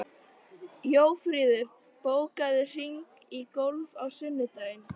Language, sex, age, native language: Icelandic, female, 13, Icelandic